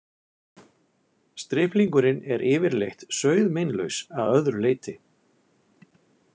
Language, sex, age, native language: Icelandic, male, 50-59, Icelandic